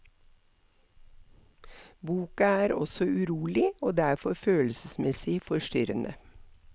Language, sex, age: Norwegian, female, 63